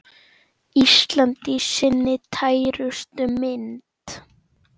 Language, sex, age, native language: Icelandic, male, 10, Icelandic